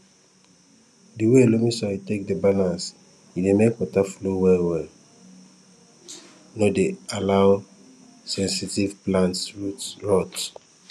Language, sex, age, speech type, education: Nigerian Pidgin, female, 15-29, spontaneous, tertiary